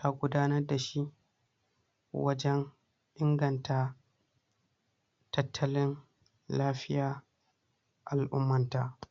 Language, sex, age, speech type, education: Hausa, male, 60+, spontaneous, tertiary